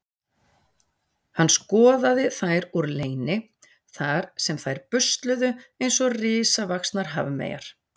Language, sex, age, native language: Icelandic, female, 40-49, Icelandic